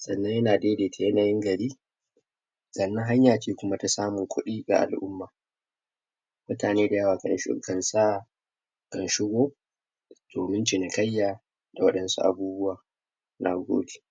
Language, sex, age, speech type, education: Hausa, male, 46-60, spontaneous, tertiary